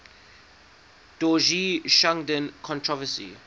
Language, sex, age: English, male, 19